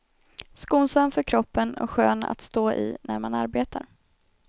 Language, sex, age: Swedish, female, 21